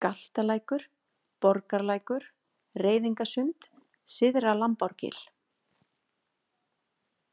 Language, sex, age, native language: Icelandic, female, 40-49, Icelandic